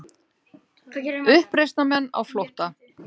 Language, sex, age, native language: Icelandic, female, 60-69, Icelandic